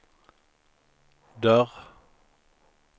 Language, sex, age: Swedish, male, 53